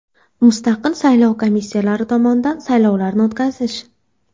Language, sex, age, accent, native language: Uzbek, female, 19-29, Toshkent shahri, Uzbek